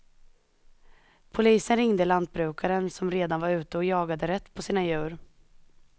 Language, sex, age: Swedish, female, 21